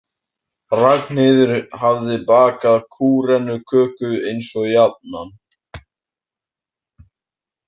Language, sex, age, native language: Icelandic, male, 18-19, Icelandic